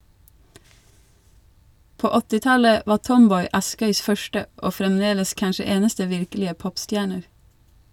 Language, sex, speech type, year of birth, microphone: Norwegian, female, read, 1982, Shure